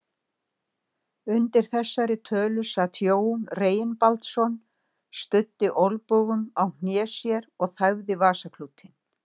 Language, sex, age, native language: Icelandic, female, 60-69, Icelandic